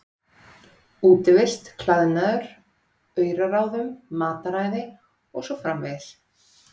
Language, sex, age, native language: Icelandic, female, 30-39, Icelandic